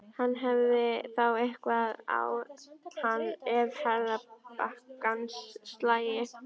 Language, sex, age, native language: Icelandic, female, 13, Icelandic